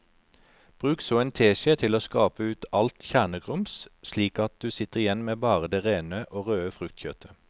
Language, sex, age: Norwegian, male, 43